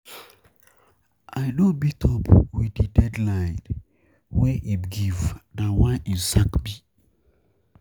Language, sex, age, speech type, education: Nigerian Pidgin, male, 15-29, spontaneous, tertiary